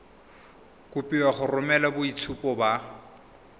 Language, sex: Tswana, male